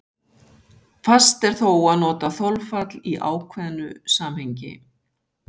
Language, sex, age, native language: Icelandic, female, 60-69, Icelandic